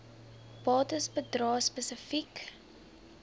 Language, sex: Afrikaans, female